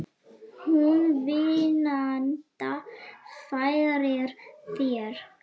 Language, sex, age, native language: Icelandic, female, 9, Icelandic